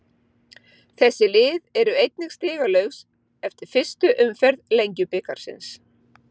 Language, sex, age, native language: Icelandic, female, 50-59, Icelandic